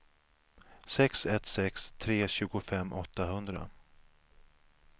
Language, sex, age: Swedish, male, 37